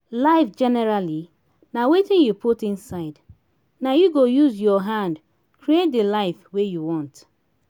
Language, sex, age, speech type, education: Nigerian Pidgin, female, 30-45, spontaneous, tertiary